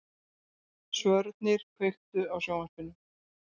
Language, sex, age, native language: Icelandic, female, 60-69, Icelandic